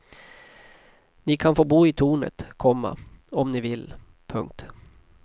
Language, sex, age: Swedish, male, 40